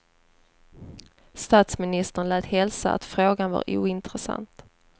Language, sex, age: Swedish, female, 30